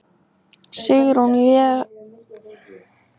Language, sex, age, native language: Icelandic, female, 14, Icelandic